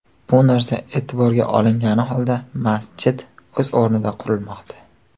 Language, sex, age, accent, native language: Uzbek, male, 18-24, Qashqadaryo, Uzbek